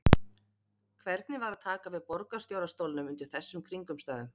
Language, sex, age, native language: Icelandic, female, 30-39, Icelandic